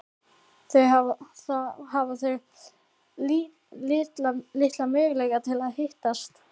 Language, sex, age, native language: Icelandic, female, 12, Icelandic